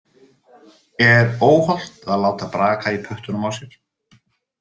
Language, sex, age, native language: Icelandic, male, 30-39, Icelandic